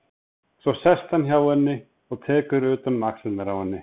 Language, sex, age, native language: Icelandic, male, 30-39, Icelandic